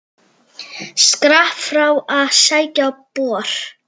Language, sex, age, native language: Icelandic, female, 7, Icelandic